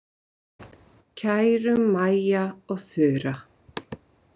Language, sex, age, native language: Icelandic, female, 30-39, Icelandic